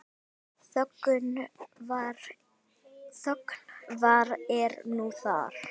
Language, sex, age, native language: Icelandic, female, 10, Icelandic